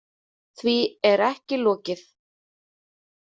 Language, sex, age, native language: Icelandic, female, 30-39, Icelandic